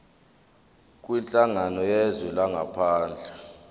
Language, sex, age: Zulu, male, 23